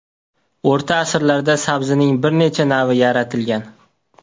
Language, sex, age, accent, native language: Uzbek, male, 18-24, Toshkent viloyati, Uzbek